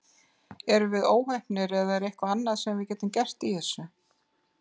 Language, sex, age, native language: Icelandic, female, 50-59, Icelandic